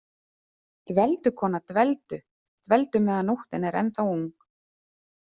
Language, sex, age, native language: Icelandic, female, 30-39, Icelandic